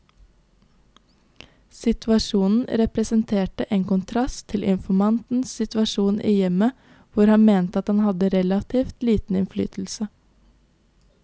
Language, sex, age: Norwegian, female, 22